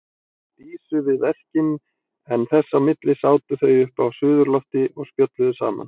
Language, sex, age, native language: Icelandic, male, 40-49, Icelandic